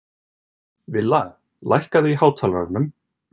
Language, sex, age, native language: Icelandic, male, 30-39, Icelandic